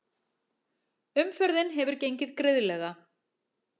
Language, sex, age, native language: Icelandic, female, 40-49, Icelandic